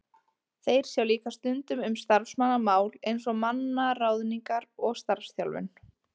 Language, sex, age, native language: Icelandic, female, 20-29, Icelandic